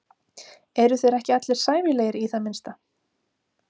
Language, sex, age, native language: Icelandic, female, 30-39, Icelandic